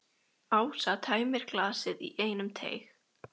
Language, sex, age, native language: Icelandic, female, 13, Icelandic